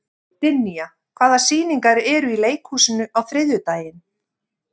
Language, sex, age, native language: Icelandic, female, 50-59, Icelandic